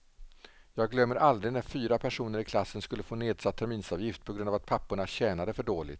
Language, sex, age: Swedish, male, 47